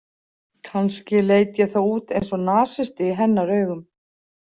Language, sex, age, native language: Icelandic, female, 40-49, Icelandic